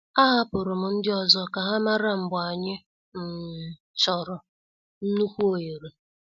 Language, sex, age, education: Igbo, female, 30-45, secondary